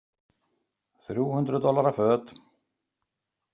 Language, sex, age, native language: Icelandic, male, 50-59, Icelandic